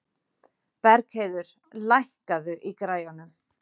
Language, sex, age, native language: Icelandic, female, 40-49, Icelandic